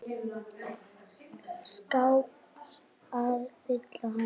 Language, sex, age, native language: Icelandic, female, 8, Icelandic